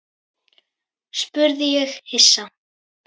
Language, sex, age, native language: Icelandic, female, 10, Icelandic